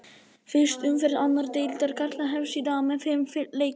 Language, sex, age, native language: Icelandic, female, 50-59, Icelandic